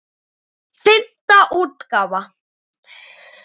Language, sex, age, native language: Icelandic, male, 9, Icelandic